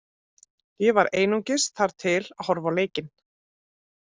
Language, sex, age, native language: Icelandic, female, 30-39, Icelandic